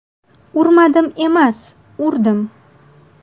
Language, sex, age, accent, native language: Uzbek, female, 19-29, Xorazm, Uzbek